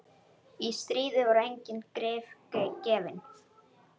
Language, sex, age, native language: Icelandic, male, 11, Icelandic